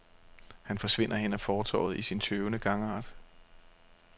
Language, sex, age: Danish, male, 32